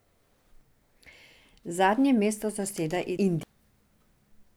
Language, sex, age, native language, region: Slovenian, female, 60+, Serbian, Drava region